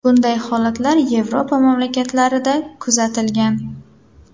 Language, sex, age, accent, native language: Uzbek, female, 18-24, Samarqand, Uzbek